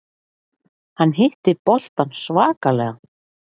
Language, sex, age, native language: Icelandic, female, 40-49, Icelandic